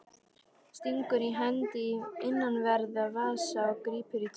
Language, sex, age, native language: Icelandic, female, 13, Icelandic